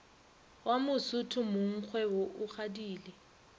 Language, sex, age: Northern Sotho, female, 30